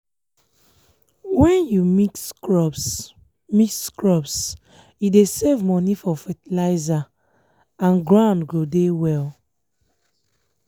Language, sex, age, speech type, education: Nigerian Pidgin, female, 15-29, spontaneous, tertiary